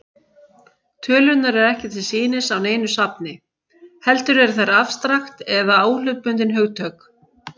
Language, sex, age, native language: Icelandic, male, 18-19, Icelandic